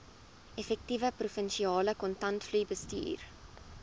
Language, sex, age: Afrikaans, female, 19